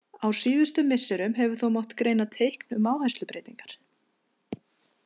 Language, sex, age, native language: Icelandic, female, 50-59, Icelandic